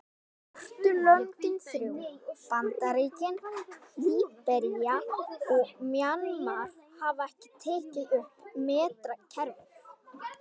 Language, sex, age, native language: Icelandic, female, 18-19, Icelandic